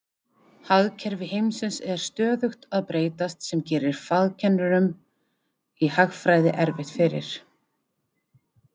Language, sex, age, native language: Icelandic, female, 30-39, Icelandic